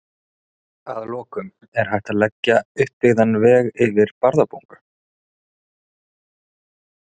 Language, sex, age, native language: Icelandic, male, 30-39, Icelandic